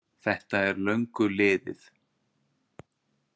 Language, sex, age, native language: Icelandic, male, 40-49, Icelandic